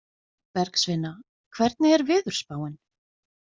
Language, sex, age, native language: Icelandic, female, 20-29, Icelandic